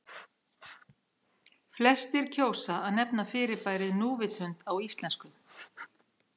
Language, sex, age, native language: Icelandic, female, 40-49, Icelandic